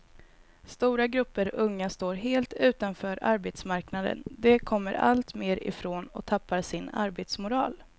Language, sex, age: Swedish, female, 22